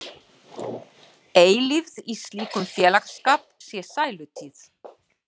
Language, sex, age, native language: Icelandic, female, 40-49, Icelandic